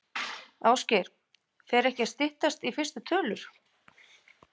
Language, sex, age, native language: Icelandic, female, 50-59, Icelandic